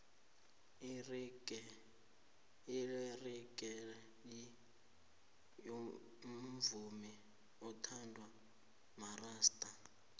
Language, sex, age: South Ndebele, male, 19